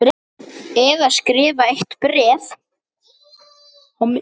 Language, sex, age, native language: Icelandic, male, 10, Icelandic